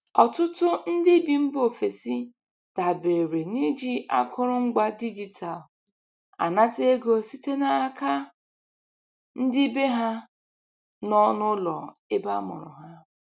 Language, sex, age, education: Igbo, female, 15-29, tertiary